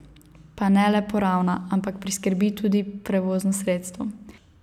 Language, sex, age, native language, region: Slovenian, female, 18-29, Slovenian, Savinja region